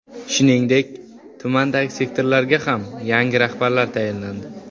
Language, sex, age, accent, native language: Uzbek, male, under 19, Toshkent viloyati, Uzbek